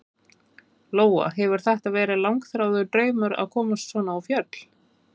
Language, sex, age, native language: Icelandic, female, 30-39, Icelandic